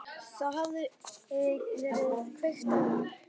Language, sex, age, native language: Icelandic, male, 10, Icelandic